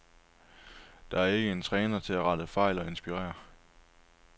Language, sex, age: Danish, male, 23